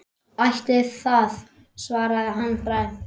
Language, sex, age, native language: Icelandic, male, 10, Icelandic